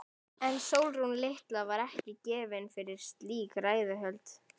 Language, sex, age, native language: Icelandic, female, 11, Icelandic